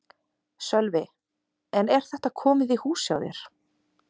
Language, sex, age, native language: Icelandic, female, 20-29, Icelandic